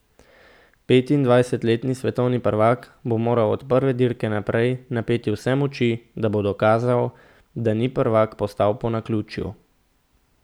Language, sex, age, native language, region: Slovenian, male, 18-29, Slovenian, Central Slovenia